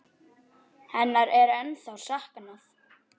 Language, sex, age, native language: Icelandic, male, 9, Icelandic